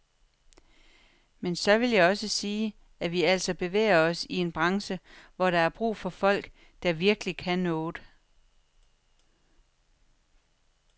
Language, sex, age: Danish, female, 43